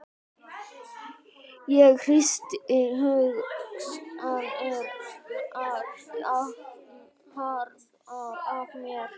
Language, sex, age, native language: Icelandic, male, 12, Icelandic